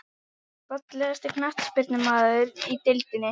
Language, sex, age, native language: Icelandic, female, 11, Icelandic